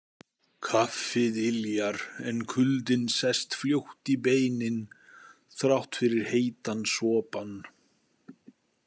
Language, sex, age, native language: Icelandic, male, 40-49, Icelandic